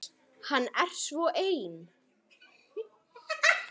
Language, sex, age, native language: Icelandic, female, 9, Icelandic